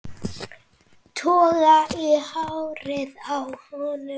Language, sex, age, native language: Icelandic, female, 9, Icelandic